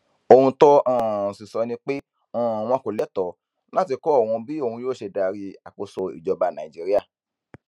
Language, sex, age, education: Yoruba, female, 15-29, tertiary